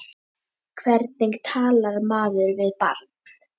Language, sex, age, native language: Icelandic, female, 10, Icelandic